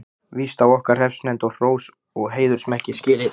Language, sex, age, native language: Icelandic, male, 15, Icelandic